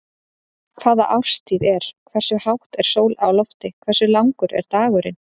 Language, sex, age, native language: Icelandic, female, 30-39, Icelandic